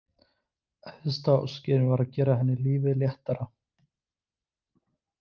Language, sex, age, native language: Icelandic, male, 20-29, Icelandic